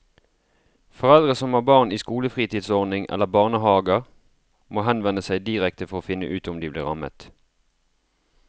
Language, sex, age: Norwegian, male, 33